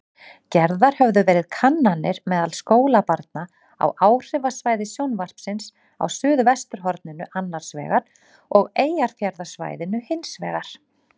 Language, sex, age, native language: Icelandic, female, 40-49, Icelandic